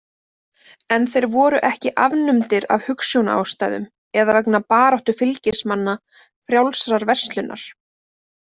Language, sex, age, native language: Icelandic, female, 20-29, Icelandic